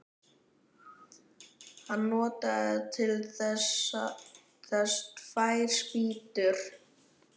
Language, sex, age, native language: Icelandic, male, 11, Icelandic